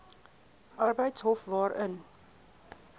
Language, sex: Afrikaans, female